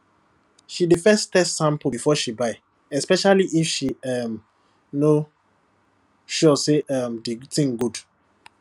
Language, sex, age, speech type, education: Nigerian Pidgin, male, 15-29, spontaneous, tertiary